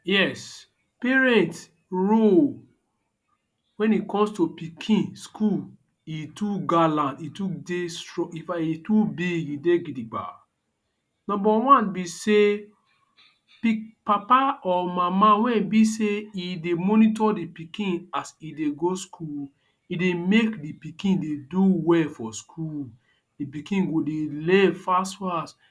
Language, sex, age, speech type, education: Nigerian Pidgin, male, 30-45, spontaneous, tertiary